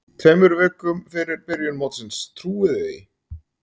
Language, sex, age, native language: Icelandic, male, 30-39, Icelandic